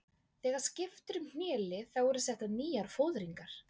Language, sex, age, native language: Icelandic, female, 20-29, Icelandic